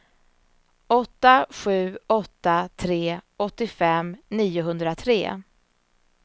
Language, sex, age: Swedish, female, 34